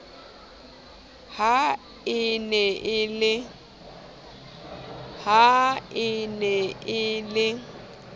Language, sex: Southern Sotho, female